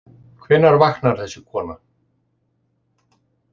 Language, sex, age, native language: Icelandic, male, 60-69, Icelandic